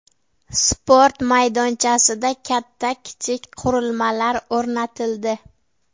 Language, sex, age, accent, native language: Uzbek, female, 18-24, Qashqadaryo, Uzbek